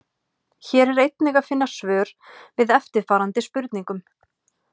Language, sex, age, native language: Icelandic, female, 30-39, Icelandic